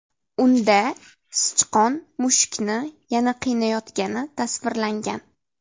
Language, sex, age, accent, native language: Uzbek, female, 12-17, Namangan, Uzbek